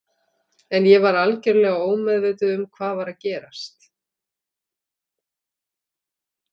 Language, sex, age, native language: Icelandic, female, 40-49, Icelandic